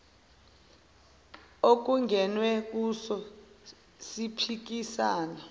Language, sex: Zulu, female